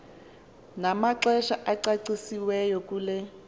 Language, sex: Xhosa, female